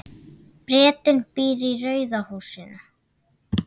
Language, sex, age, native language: Icelandic, female, 9, Icelandic